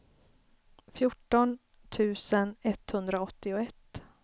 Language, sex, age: Swedish, female, 33